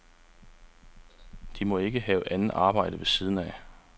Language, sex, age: Danish, male, 35